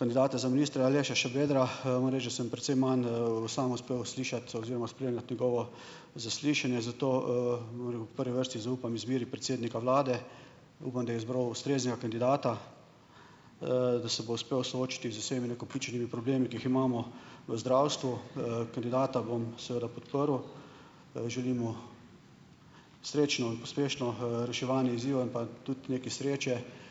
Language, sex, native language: Slovenian, male, Slovenian